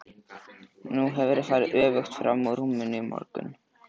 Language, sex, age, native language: Icelandic, male, 13, Icelandic